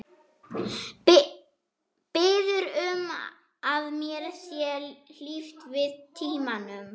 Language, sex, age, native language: Icelandic, female, 11, German